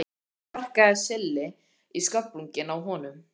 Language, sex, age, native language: Icelandic, male, 13, Icelandic